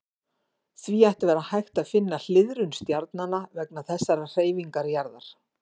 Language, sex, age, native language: Icelandic, female, 50-59, Icelandic